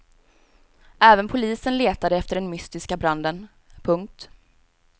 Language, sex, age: Swedish, female, 18